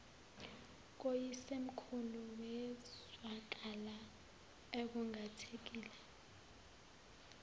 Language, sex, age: Zulu, female, 19